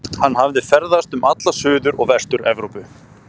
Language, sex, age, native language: Icelandic, male, 30-39, Icelandic